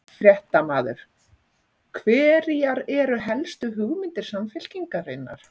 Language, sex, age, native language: Icelandic, female, 40-49, Icelandic